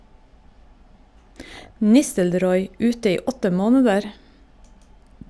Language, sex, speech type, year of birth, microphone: Norwegian, female, read, 1972, Shure